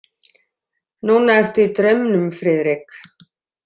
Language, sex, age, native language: Icelandic, female, 40-49, Icelandic